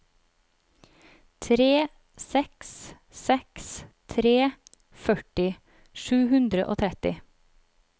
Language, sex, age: Norwegian, female, 36